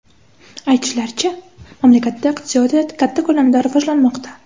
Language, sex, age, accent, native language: Uzbek, female, 18-24, Toshkent shahri, Uzbek